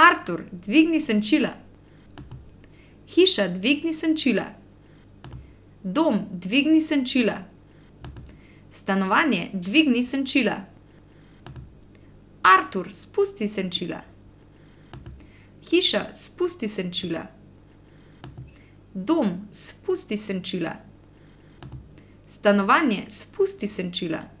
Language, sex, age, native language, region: Slovenian, female, 30-49, Slovenian, Central Slovenia